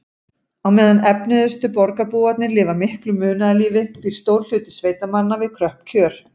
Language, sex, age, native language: Icelandic, female, 40-49, Icelandic